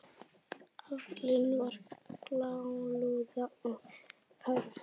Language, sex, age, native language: Icelandic, male, 9, Icelandic